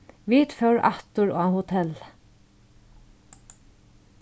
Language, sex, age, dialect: Faroese, female, 36-60, Norðurstreymoy/Eysturoy